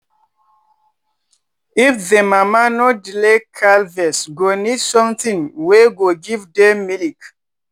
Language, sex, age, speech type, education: Nigerian Pidgin, male, 15-29, spontaneous, tertiary